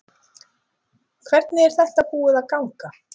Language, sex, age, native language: Icelandic, female, 40-49, Icelandic